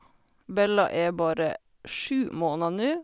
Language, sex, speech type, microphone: Norwegian, female, spontaneous, Sennheiser